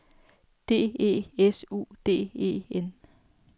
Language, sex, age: Danish, female, 33